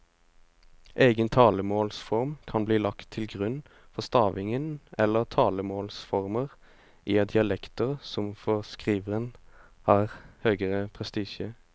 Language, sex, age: Norwegian, male, 25